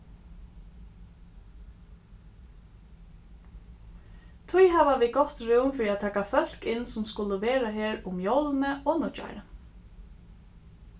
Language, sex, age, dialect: Faroese, female, 15-35, Suðurstreymoy